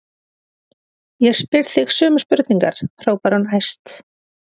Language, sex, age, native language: Icelandic, female, 30-39, Icelandic